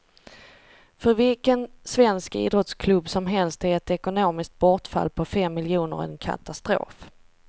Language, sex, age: Swedish, female, 38